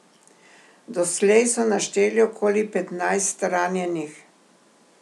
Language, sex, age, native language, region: Slovenian, female, 60+, Slovenian, Primorsko-notranjska region